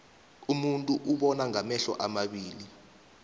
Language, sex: South Ndebele, male